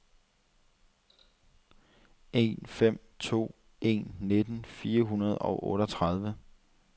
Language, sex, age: Danish, male, 30